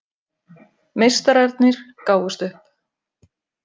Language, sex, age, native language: Icelandic, female, 50-59, Icelandic